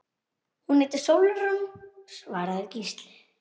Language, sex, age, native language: Icelandic, female, 9, Icelandic